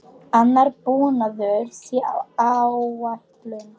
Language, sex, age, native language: Icelandic, female, 10, Polish